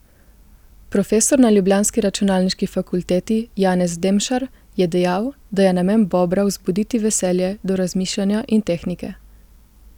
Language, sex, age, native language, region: Slovenian, female, 18-29, Slovenian, Gorica region